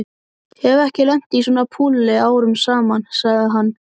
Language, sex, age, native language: Icelandic, male, 11, Icelandic